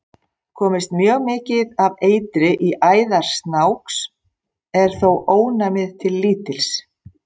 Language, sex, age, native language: Icelandic, female, 50-59, Icelandic